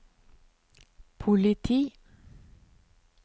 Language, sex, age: Norwegian, female, 59